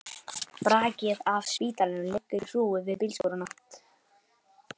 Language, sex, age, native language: Icelandic, male, 11, Icelandic